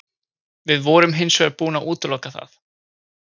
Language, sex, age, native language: Icelandic, male, 20-29, Icelandic